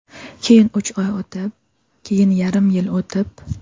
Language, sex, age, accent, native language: Uzbek, female, 19-29, Jizzax, Uzbek